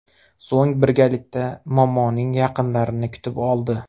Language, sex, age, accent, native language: Uzbek, male, 25-34, Xorazm, Uzbek